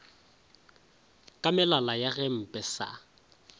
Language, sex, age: Northern Sotho, male, 20